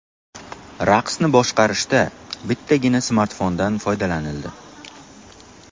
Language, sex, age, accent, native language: Uzbek, male, 25-34, Samarqand, Uzbek